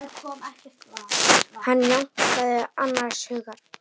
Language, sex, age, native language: Icelandic, female, 10, Icelandic